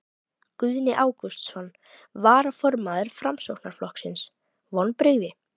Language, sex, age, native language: Icelandic, female, 12, Icelandic